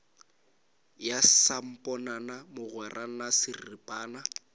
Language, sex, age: Northern Sotho, male, 18